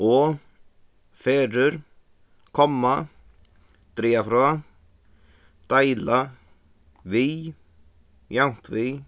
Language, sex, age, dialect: Faroese, male, 15-35, Suðuroy